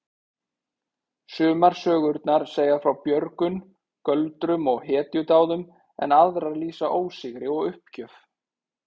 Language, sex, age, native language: Icelandic, male, 30-39, Icelandic